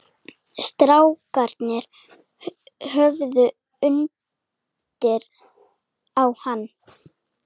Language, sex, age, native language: Icelandic, female, 18-19, Icelandic